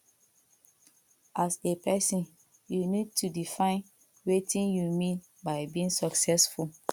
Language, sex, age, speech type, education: Nigerian Pidgin, female, 30-45, spontaneous, tertiary